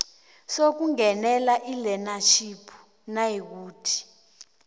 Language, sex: South Ndebele, female